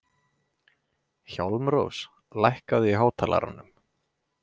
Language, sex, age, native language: Icelandic, male, 20-29, Icelandic